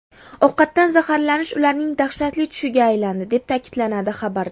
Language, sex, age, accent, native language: Uzbek, female, 19-29, Farg'ona, Uzbek